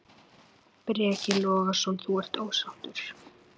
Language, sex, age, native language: Icelandic, female, 9, Icelandic